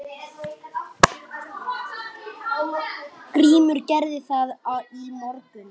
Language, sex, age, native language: Icelandic, female, 8, Icelandic